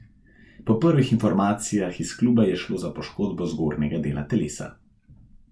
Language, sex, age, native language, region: Slovenian, male, 18-29, Slovenian, Central Slovenia